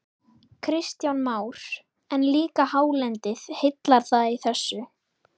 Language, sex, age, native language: Icelandic, female, 11, Icelandic